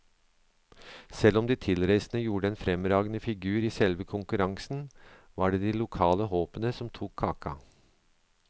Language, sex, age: Norwegian, male, 63